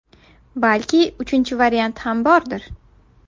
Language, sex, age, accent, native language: Uzbek, female, 19-29, Buxoro, Uzbek